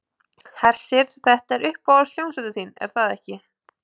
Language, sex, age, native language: Icelandic, female, 20-29, Icelandic